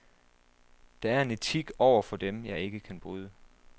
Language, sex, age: Danish, male, 27